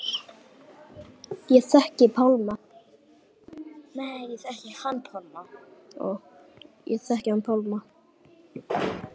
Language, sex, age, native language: Icelandic, female, 8, Icelandic